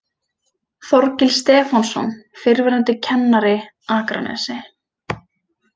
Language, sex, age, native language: Icelandic, female, 20-29, Icelandic